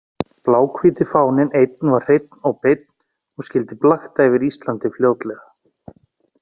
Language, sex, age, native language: Icelandic, male, 40-49, Icelandic